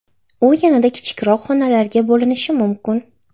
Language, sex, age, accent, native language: Uzbek, female, 18-24, Toshkent shahri, Uzbek